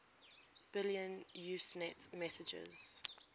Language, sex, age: English, female, 20